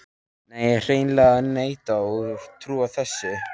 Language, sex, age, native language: Icelandic, male, 13, Icelandic